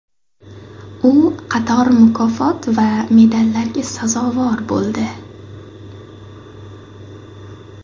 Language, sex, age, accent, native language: Uzbek, female, under 19, Navoiy, Uzbek